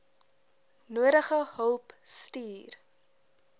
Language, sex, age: Afrikaans, female, 20